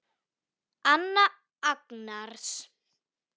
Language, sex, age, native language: Icelandic, female, 9, Icelandic